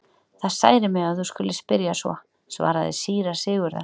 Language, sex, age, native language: Icelandic, female, 40-49, Icelandic